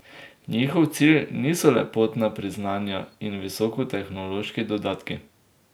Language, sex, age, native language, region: Slovenian, male, 18-29, Slovenian, Drava region